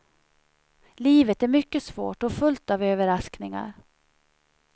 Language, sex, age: Swedish, female, 37